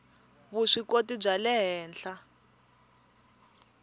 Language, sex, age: Tsonga, female, 20